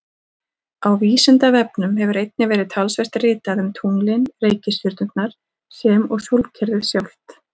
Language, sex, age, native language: Icelandic, female, 40-49, Icelandic